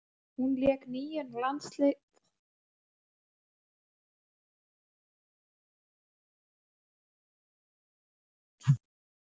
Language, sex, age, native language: Icelandic, female, 30-39, Icelandic